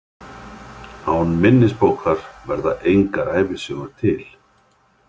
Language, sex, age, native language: Icelandic, male, 50-59, Icelandic